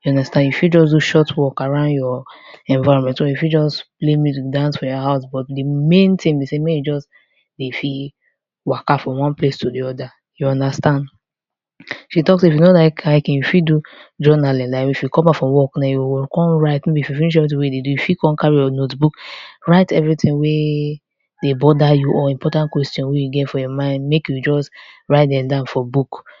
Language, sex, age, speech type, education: Nigerian Pidgin, female, 15-29, spontaneous, tertiary